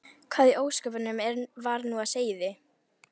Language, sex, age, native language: Icelandic, female, 11, Icelandic